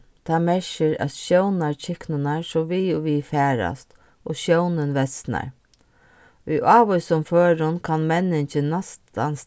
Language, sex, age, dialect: Faroese, female, 36-60, Norðurstreymoy/Eysturoy